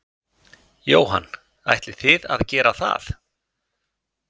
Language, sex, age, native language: Icelandic, male, 50-59, Icelandic